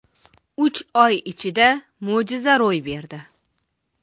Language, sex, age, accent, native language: Uzbek, female, 25-34, Toshkent viloyati, Uzbek